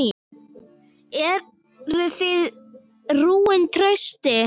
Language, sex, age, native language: Icelandic, female, 8, Icelandic